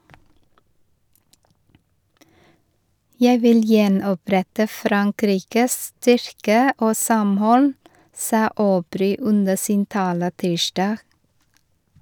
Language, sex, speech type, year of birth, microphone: Norwegian, female, read, 1973, Shure